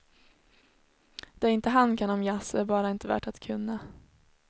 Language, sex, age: Swedish, female, 21